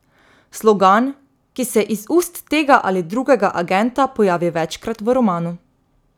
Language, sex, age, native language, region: Slovenian, female, 18-29, Slovenian, Drava region